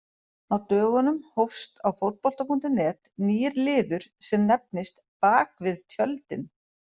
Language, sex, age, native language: Icelandic, female, 40-49, Icelandic